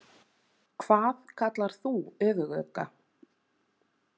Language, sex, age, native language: Icelandic, female, 30-39, Icelandic